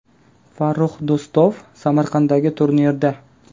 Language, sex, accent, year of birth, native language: Uzbek, male, Qashqadaryo, 2000, Uzbek